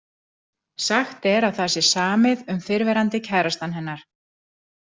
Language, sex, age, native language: Icelandic, female, 40-49, Icelandic